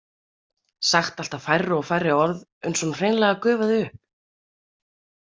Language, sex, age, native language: Icelandic, female, 30-39, Icelandic